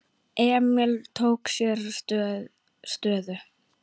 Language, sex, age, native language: Icelandic, female, 9, Icelandic